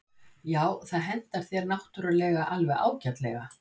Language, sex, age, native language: Icelandic, female, 60-69, Icelandic